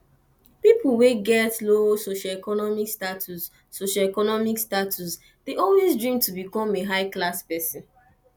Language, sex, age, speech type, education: Nigerian Pidgin, female, 15-29, spontaneous, tertiary